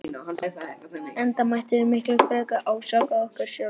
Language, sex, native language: Icelandic, female, Chinese